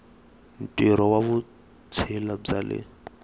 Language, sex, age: Tsonga, male, 21